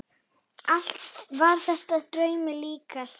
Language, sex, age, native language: Icelandic, female, 9, Icelandic